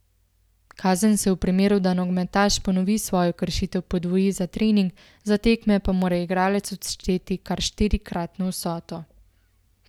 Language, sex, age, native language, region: Slovenian, female, 18-29, Slovenian, Central Slovenia